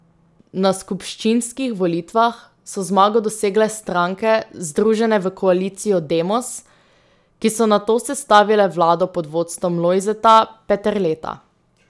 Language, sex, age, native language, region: Slovenian, female, 18-29, Slovenian, Drava region